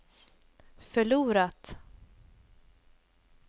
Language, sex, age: Swedish, female, 28